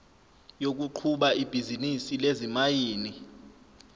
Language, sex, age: Zulu, male, 25